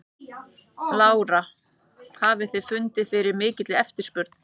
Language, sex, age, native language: Icelandic, male, 14, Icelandic